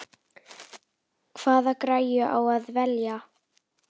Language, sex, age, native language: Icelandic, female, 10, Icelandic